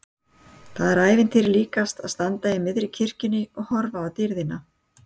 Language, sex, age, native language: Icelandic, female, 60-69, Icelandic